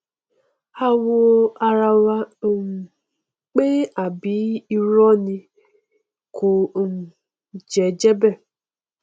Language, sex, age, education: Yoruba, female, 15-29, tertiary